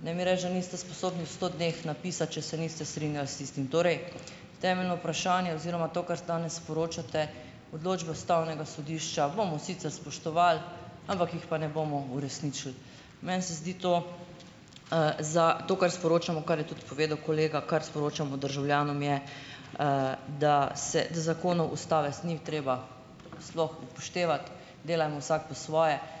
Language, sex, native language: Slovenian, female, Slovenian